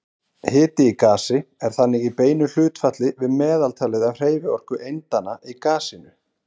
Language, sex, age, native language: Icelandic, male, 30-39, Icelandic